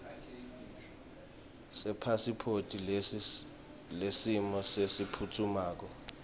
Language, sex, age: Swati, male, 23